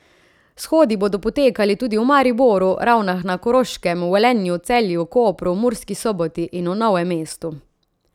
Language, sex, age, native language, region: Slovenian, female, 30-49, Slovenian, Central Slovenia